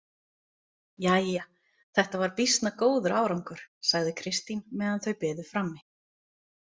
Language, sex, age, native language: Icelandic, other, 40-49, Icelandic